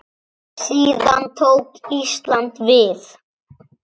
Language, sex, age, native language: Icelandic, male, 7, Icelandic